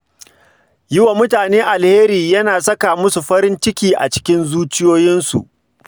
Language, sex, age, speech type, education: Hausa, male, 46-60, read, secondary